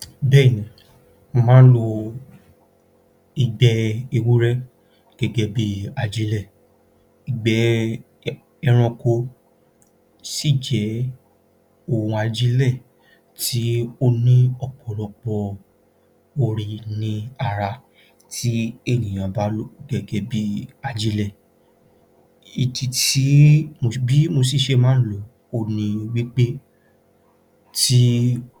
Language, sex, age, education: Yoruba, male, 46-60, tertiary